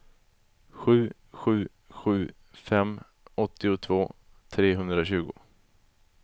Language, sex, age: Swedish, male, 20